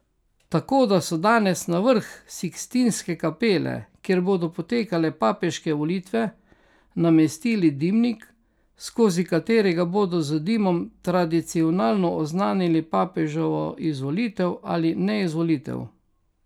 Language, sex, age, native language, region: Slovenian, male, 60+, Slovenian, Carinthia region